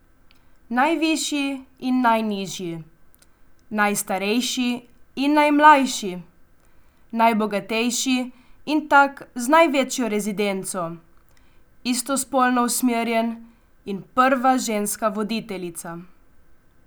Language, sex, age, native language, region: Slovenian, female, 18-29, Slovenian, Coastal Karst region